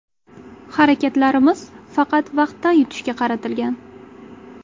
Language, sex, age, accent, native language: Uzbek, female, 18-24, Toshkent shahri, Uzbek